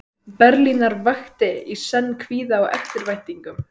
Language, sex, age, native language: Icelandic, female, 12, Icelandic